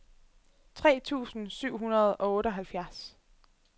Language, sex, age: Danish, female, 25